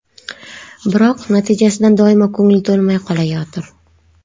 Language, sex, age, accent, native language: Uzbek, female, 25-34, Qashqadaryo, Uzbek